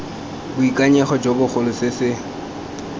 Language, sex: Tswana, male